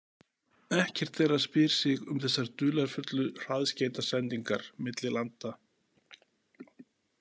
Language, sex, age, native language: Icelandic, male, 40-49, Icelandic